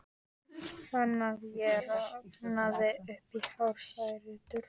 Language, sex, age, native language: Icelandic, female, 13, Icelandic